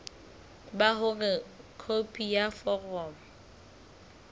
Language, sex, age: Southern Sotho, female, 25